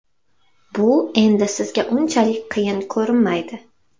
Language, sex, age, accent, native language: Uzbek, female, 18-24, Xorazm, Uzbek